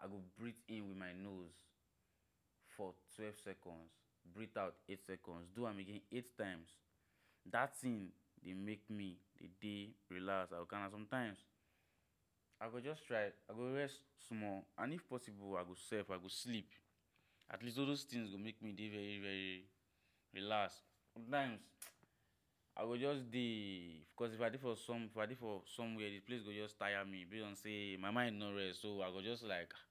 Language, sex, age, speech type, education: Nigerian Pidgin, male, 15-29, spontaneous, tertiary